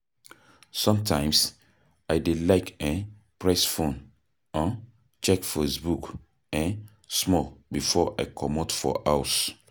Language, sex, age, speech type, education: Nigerian Pidgin, male, 30-45, spontaneous, tertiary